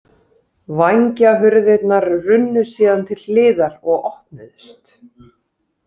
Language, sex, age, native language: Icelandic, female, 30-39, Icelandic